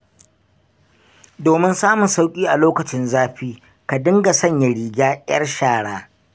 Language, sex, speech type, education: Hausa, male, spontaneous, tertiary